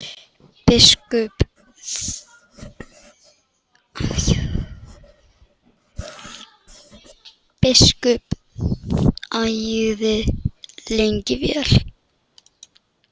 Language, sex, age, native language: Icelandic, male, 10, Icelandic